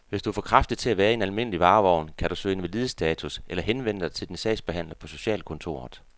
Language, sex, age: Danish, male, 48